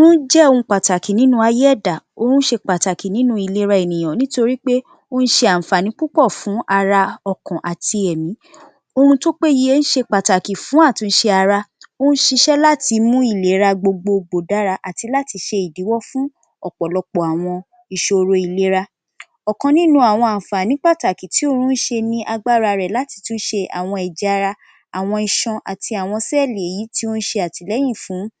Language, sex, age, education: Yoruba, female, 15-29, tertiary